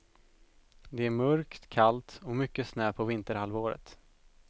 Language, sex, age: Swedish, male, 17